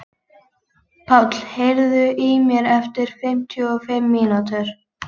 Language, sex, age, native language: Icelandic, female, 18-19, Icelandic